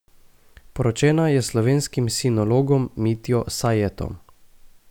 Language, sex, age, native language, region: Slovenian, male, 18-29, Slovenian, Gorica region